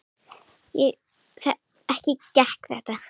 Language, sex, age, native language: Icelandic, female, 9, Icelandic